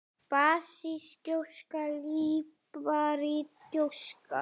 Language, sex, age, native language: Icelandic, female, 8, Icelandic